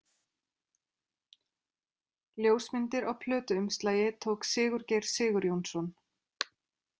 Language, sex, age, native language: Icelandic, female, 30-39, Icelandic